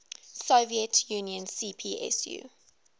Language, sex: English, female